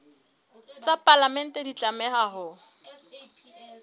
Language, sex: Southern Sotho, female